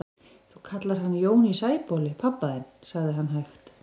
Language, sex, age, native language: Icelandic, female, 20-29, Icelandic